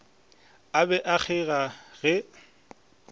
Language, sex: Northern Sotho, male